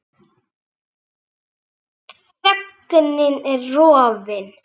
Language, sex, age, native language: Icelandic, male, 6, Icelandic